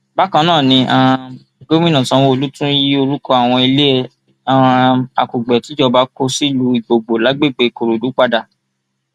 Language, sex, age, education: Yoruba, male, 15-29, tertiary